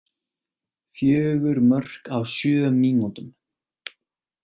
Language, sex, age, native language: Icelandic, male, 18-19, Icelandic